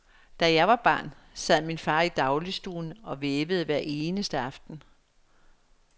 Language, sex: Danish, female